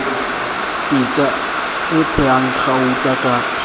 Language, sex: Southern Sotho, male